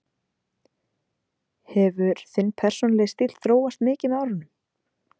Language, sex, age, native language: Icelandic, female, 20-29, Icelandic